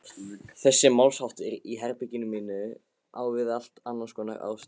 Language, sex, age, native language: Icelandic, male, 15, Icelandic